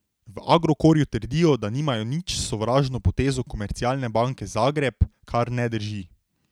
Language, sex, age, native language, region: Slovenian, male, 18-29, Slovenian, Drava region